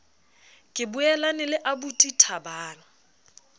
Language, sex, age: Southern Sotho, female, 29